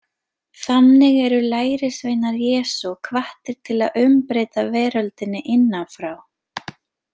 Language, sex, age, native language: Icelandic, female, 20-29, Icelandic